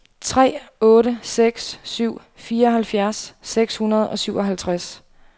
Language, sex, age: Danish, female, 28